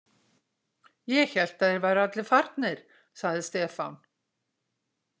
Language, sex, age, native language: Icelandic, female, 60-69, Icelandic